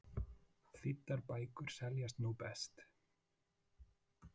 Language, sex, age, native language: Icelandic, male, 40-49, Icelandic